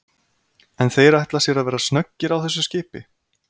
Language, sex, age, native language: Icelandic, male, 30-39, Icelandic